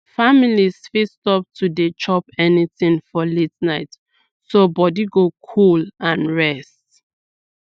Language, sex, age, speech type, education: Nigerian Pidgin, female, 15-29, spontaneous, tertiary